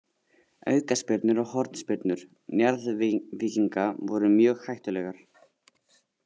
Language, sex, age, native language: Icelandic, male, 18-19, Icelandic